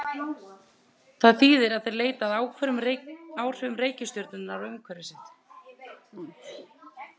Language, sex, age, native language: Icelandic, female, 30-39, Icelandic